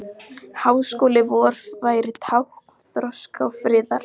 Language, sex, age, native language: Icelandic, male, 14, Icelandic